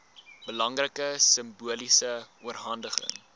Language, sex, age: Afrikaans, male, 19